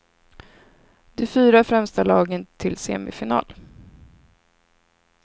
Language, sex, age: Swedish, female, 26